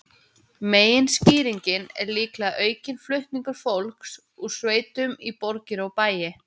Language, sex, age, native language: Icelandic, female, 20-29, Icelandic